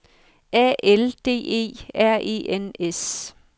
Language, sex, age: Danish, female, 55